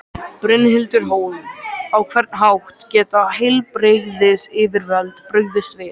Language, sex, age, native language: Icelandic, male, 13, Icelandic